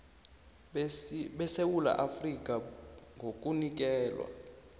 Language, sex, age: South Ndebele, male, 22